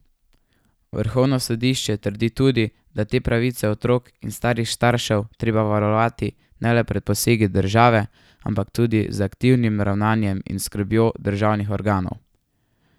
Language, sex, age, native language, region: Slovenian, male, 12-17, Slovenian, Savinja region